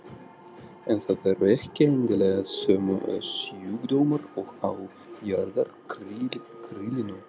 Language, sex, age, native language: Icelandic, male, 40-49, Russian